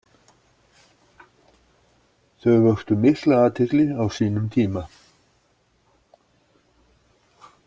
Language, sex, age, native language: Icelandic, male, 60-69, Icelandic